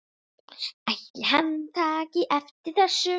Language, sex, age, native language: Icelandic, female, 9, Icelandic